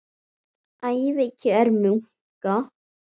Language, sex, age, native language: Icelandic, male, 9, Icelandic